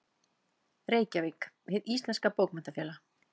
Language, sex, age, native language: Icelandic, female, 40-49, Icelandic